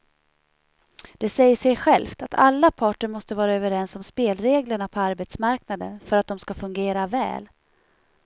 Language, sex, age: Swedish, female, 37